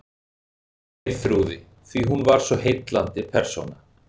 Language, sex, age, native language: Icelandic, male, 40-49, Icelandic